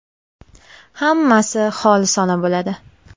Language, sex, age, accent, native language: Uzbek, female, under 19, Sirdaryo, Uzbek